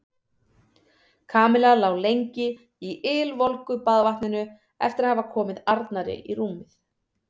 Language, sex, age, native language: Icelandic, female, 30-39, Icelandic